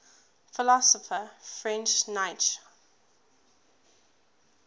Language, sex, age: English, female, 20